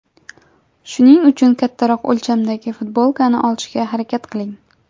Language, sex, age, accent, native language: Uzbek, female, 18-24, Jizzax, Uzbek